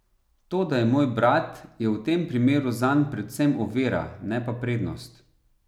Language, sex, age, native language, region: Slovenian, male, 30-49, Slovenian, Savinja region